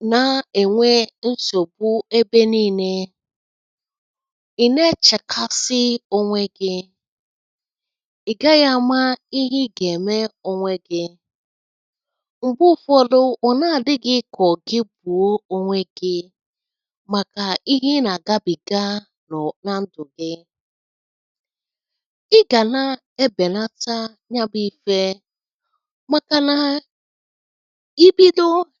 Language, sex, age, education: Igbo, female, 30-45, secondary